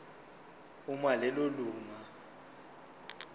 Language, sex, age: Zulu, male, 25